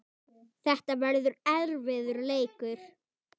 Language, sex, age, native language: Icelandic, female, 9, Icelandic